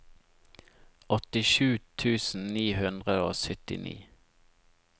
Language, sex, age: Norwegian, male, 25